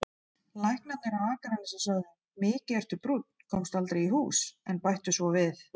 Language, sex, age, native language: Icelandic, female, 30-39, Icelandic